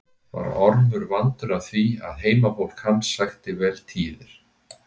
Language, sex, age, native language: Icelandic, male, 60-69, Icelandic